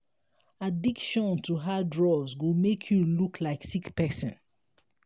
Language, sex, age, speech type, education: Nigerian Pidgin, female, 30-45, spontaneous, tertiary